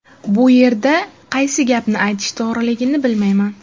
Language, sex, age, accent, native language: Uzbek, female, 18-24, Jizzax, Uzbek